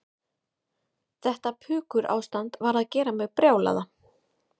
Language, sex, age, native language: Icelandic, female, 30-39, Icelandic